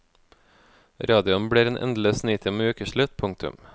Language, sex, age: Norwegian, male, 24